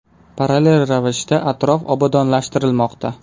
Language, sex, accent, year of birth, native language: Uzbek, male, Qashqadaryo, 2000, Uzbek